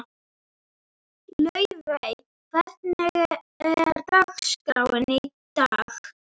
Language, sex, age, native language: Icelandic, female, 11, Icelandic